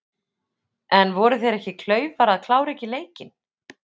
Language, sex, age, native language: Icelandic, female, 40-49, Icelandic